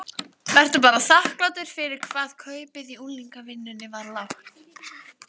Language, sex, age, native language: Icelandic, female, 15, Icelandic